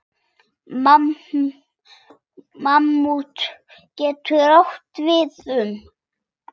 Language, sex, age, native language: Icelandic, female, 6, Icelandic